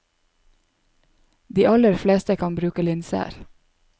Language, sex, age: Norwegian, female, 27